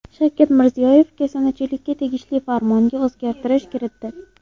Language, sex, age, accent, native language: Uzbek, female, 18-24, Andijon, Uzbek